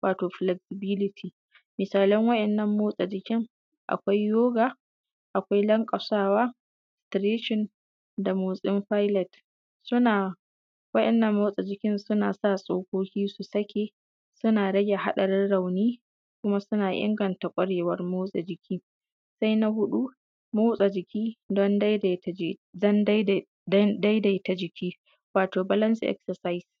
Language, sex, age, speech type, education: Hausa, female, 15-29, spontaneous, secondary